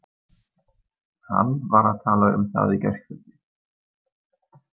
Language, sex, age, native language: Icelandic, male, 30-39, German